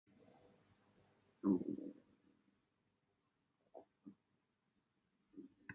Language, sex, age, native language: Icelandic, male, 40-49, Icelandic